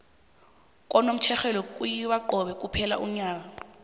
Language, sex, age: South Ndebele, female, 22